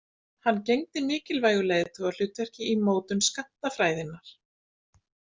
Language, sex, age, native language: Icelandic, female, 50-59, Icelandic